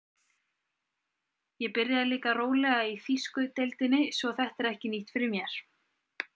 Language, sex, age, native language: Icelandic, female, 20-29, Icelandic